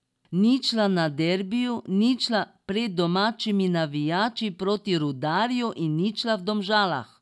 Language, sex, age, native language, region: Slovenian, female, 60+, Slovenian, Drava region